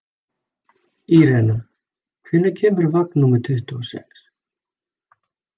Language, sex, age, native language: Icelandic, male, 40-49, Icelandic